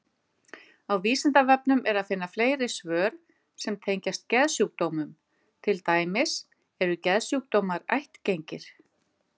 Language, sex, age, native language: Icelandic, female, 50-59, Icelandic